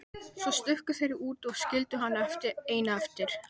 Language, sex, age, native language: Icelandic, male, 12, Icelandic